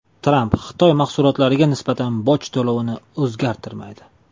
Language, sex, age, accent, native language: Uzbek, male, 18-24, Toshkent shahri, Uzbek